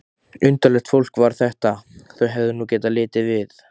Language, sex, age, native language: Icelandic, male, 15, Icelandic